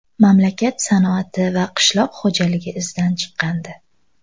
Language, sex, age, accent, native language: Uzbek, female, 18-24, Toshkent viloyati, Uzbek